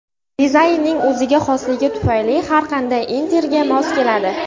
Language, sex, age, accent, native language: Uzbek, female, under 19, Qashqadaryo, Uzbek